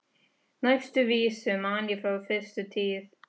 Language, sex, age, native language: Icelandic, female, 13, Spanish